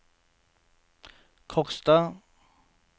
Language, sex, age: Norwegian, male, 48